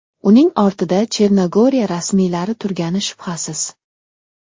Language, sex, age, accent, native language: Uzbek, male, 12-17, Namangan, Uzbek